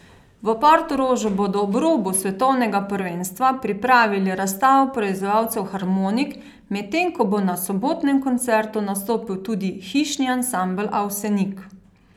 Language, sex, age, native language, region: Slovenian, female, 30-49, Slovenian, Carinthia region